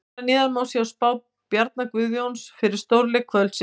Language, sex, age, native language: Icelandic, female, 50-59, Icelandic